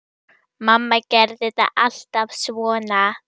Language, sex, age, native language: Icelandic, female, 10, Icelandic